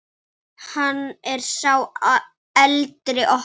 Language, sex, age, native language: Icelandic, female, 8, Icelandic